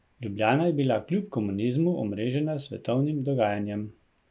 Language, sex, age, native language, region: Slovenian, male, 50-59, Slovenian, Central Slovenia